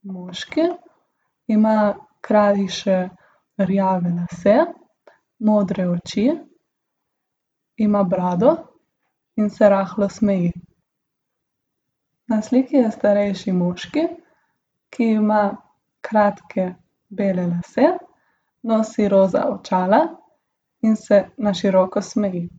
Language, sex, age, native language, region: Slovenian, female, 18-29, Slovenian, Gorica region